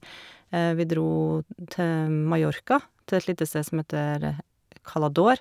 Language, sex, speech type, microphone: Norwegian, female, spontaneous, Shure